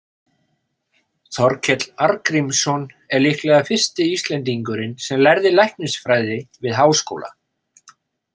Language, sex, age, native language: Icelandic, male, 50-59, Icelandic